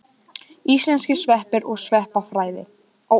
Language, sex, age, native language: Icelandic, female, 18-19, Icelandic